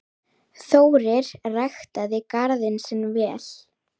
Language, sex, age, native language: Icelandic, female, 10, Icelandic